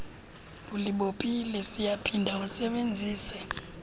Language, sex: Xhosa, female